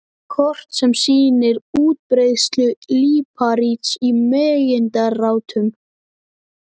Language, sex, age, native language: Icelandic, male, 11, Icelandic